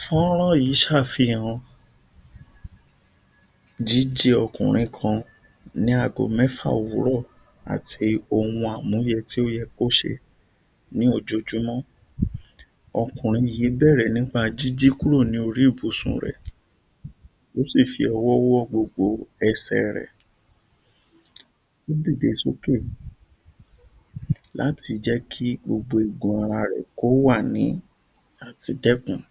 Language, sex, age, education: Yoruba, male, 60+, tertiary